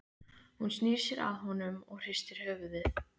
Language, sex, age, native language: Icelandic, female, 15, Icelandic